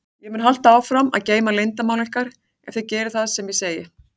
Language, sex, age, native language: Icelandic, female, 40-49, Icelandic